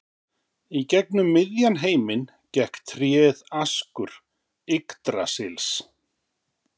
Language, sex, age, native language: Icelandic, male, 50-59, Icelandic